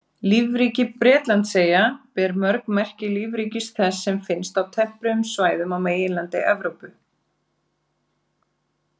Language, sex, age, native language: Icelandic, female, 40-49, Icelandic